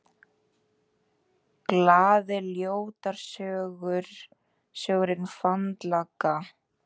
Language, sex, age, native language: Icelandic, female, 18-19, Icelandic